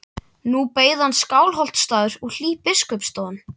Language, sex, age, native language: Icelandic, male, 12, Icelandic